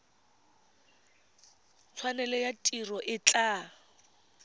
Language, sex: Tswana, female